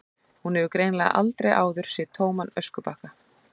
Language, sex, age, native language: Icelandic, female, 40-49, Icelandic